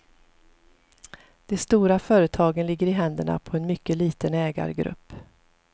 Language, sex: Swedish, female